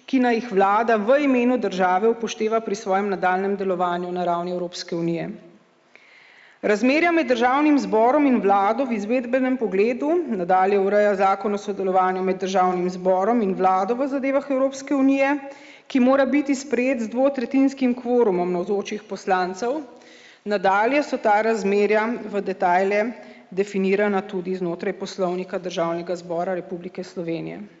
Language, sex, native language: Slovenian, female, Slovenian